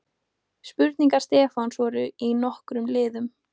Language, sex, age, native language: Icelandic, female, 18-19, Icelandic